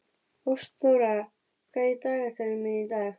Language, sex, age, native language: Icelandic, female, 30-39, Icelandic